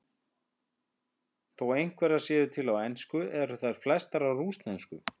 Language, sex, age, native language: Icelandic, male, 50-59, Icelandic